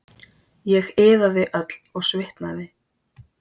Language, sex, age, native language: Icelandic, female, 40-49, Icelandic